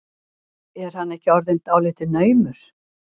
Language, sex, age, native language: Icelandic, female, 60-69, Icelandic